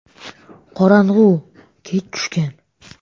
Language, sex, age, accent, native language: Uzbek, male, 12-17, Toshkent viloyati, Uzbek